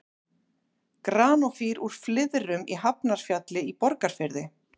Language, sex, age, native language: Icelandic, female, 40-49, Icelandic